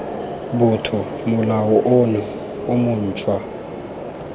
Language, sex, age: Tswana, male, 19